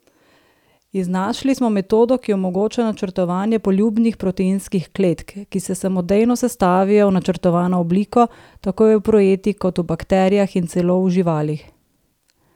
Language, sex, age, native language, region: Slovenian, female, 30-49, Slovenian, Southeast Slovenia